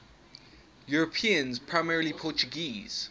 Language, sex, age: English, male, 19